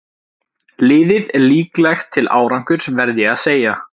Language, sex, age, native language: Icelandic, male, 17, Icelandic